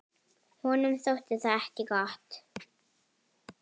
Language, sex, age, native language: Icelandic, female, 10, Icelandic